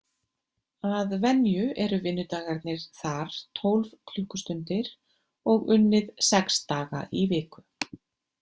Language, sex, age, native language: Icelandic, female, 50-59, Icelandic